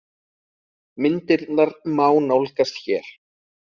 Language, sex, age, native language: Icelandic, male, 30-39, Icelandic